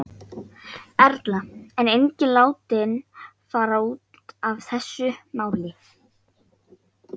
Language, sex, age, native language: Icelandic, female, 13, Icelandic